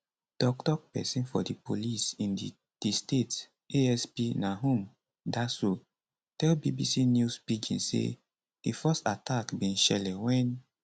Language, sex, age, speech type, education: Nigerian Pidgin, male, 15-29, spontaneous, tertiary